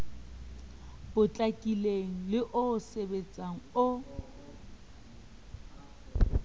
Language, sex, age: Southern Sotho, female, 30